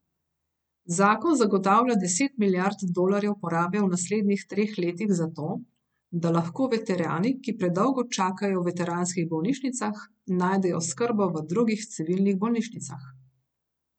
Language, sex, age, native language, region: Slovenian, female, 30-49, Slovenian, Gorenjska region